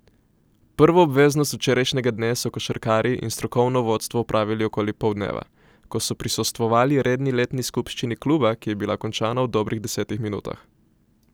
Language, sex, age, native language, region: Slovenian, male, 18-29, Slovenian, Coastal Karst region